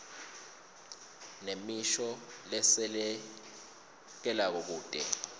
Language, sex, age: Swati, male, 22